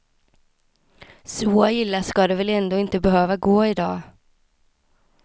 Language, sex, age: Swedish, female, 26